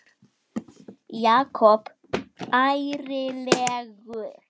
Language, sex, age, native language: Icelandic, male, 9, Icelandic